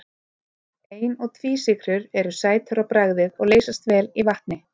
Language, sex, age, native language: Icelandic, female, 30-39, Icelandic